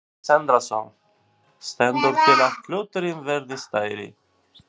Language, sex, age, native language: Icelandic, male, 40-49, Albanian